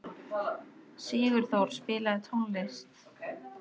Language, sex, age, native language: Icelandic, female, 13, Icelandic